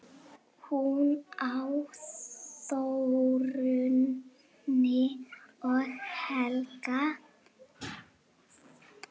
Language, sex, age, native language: Icelandic, male, 7, Icelandic